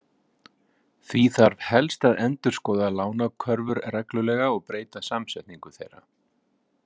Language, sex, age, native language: Icelandic, male, 50-59, Icelandic